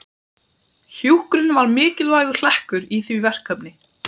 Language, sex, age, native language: Icelandic, male, 12, Icelandic